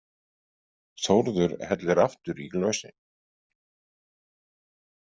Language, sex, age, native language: Icelandic, male, 50-59, Icelandic